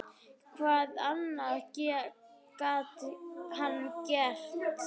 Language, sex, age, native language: Icelandic, female, 9, Icelandic